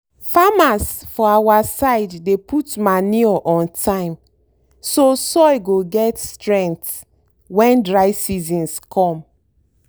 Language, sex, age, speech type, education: Nigerian Pidgin, female, 30-45, spontaneous, tertiary